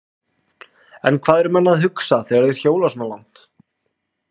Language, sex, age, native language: Icelandic, male, 20-29, Icelandic